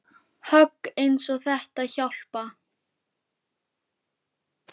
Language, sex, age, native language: Icelandic, female, 10, Icelandic